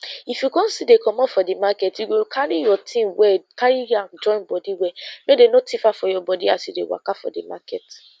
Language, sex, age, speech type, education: Nigerian Pidgin, female, 15-29, spontaneous, secondary